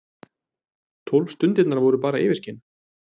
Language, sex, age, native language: Icelandic, male, 30-39, Icelandic